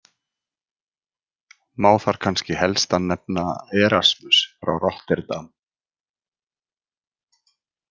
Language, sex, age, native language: Icelandic, male, 40-49, Icelandic